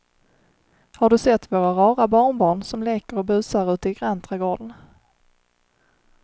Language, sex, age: Swedish, female, 30